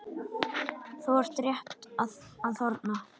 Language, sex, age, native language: Icelandic, male, 10, Icelandic